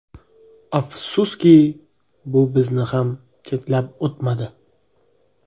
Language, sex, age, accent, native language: Uzbek, male, 25-34, Toshkent viloyati, Uzbek